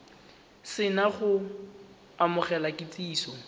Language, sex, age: Tswana, male, 19